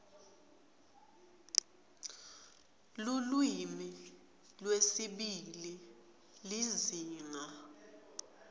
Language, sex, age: Swati, female, 20